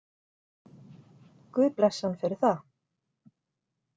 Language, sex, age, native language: Icelandic, female, 40-49, Icelandic